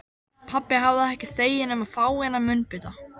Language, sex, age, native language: Icelandic, male, 13, Icelandic